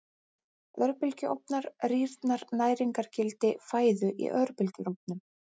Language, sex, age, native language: Icelandic, female, 30-39, Icelandic